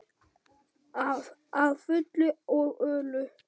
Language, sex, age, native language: Icelandic, male, 7, Icelandic